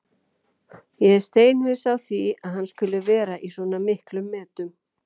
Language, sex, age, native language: Icelandic, female, 40-49, Icelandic